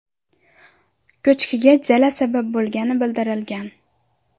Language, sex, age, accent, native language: Uzbek, female, under 19, Andijon, Uzbek